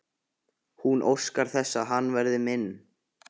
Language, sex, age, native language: Icelandic, male, 15, Icelandic